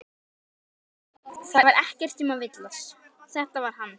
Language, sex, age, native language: Icelandic, male, 18-19, Icelandic